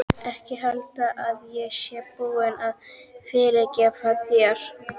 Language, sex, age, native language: Icelandic, female, 12, Icelandic